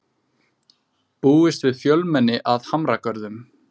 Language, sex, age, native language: Icelandic, male, 20-29, Icelandic